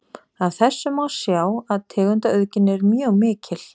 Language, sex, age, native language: Icelandic, female, 30-39, Icelandic